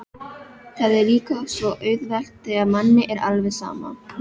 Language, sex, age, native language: Icelandic, female, 12, Filipino